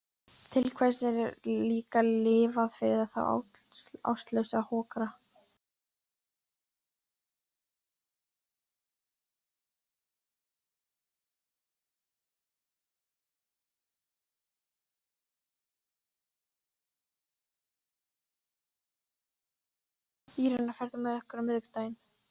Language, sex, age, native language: Icelandic, female, 14, Icelandic